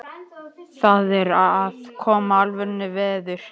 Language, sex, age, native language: Icelandic, male, 11, Icelandic